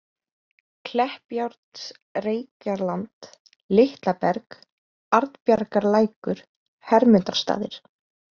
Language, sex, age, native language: Icelandic, female, 20-29, Icelandic